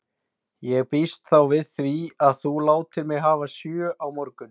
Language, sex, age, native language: Icelandic, male, 20-29, Icelandic